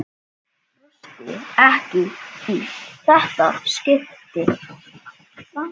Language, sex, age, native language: Icelandic, male, 7, Icelandic